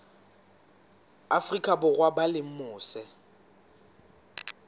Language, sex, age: Southern Sotho, male, 19